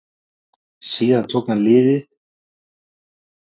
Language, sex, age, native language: Icelandic, male, 40-49, Icelandic